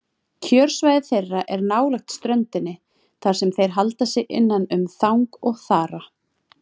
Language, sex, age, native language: Icelandic, female, 30-39, Icelandic